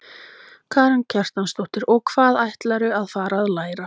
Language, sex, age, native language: Icelandic, female, 20-29, Icelandic